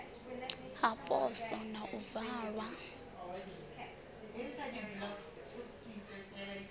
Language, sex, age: Venda, female, 20